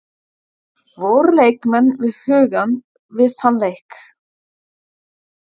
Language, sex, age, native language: Icelandic, female, 40-49, German